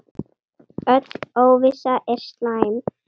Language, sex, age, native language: Icelandic, female, 9, Icelandic